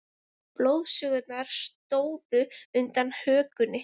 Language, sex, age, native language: Icelandic, female, 20-29, Icelandic